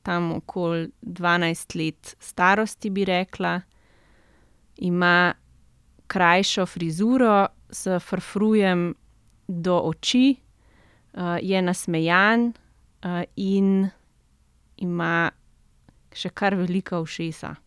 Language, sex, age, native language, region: Slovenian, female, 30-49, Slovenian, Central Slovenia